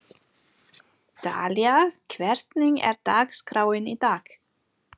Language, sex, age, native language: Icelandic, female, 40-49, German